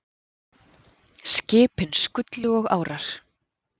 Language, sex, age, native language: Icelandic, female, 40-49, Icelandic